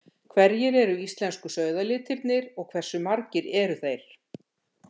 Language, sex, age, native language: Icelandic, female, 60-69, Icelandic